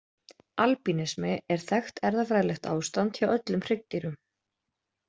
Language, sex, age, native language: Icelandic, female, 20-29, Icelandic